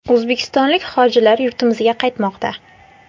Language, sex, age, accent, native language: Uzbek, female, 19-29, Qashqadaryo, Uzbek